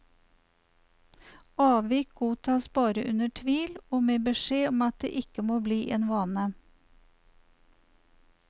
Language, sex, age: Norwegian, female, 54